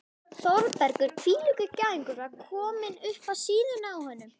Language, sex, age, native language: Icelandic, female, 11, Icelandic